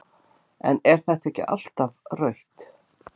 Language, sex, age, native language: Icelandic, female, 50-59, Icelandic